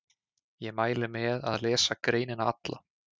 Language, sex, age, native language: Icelandic, male, 20-29, Icelandic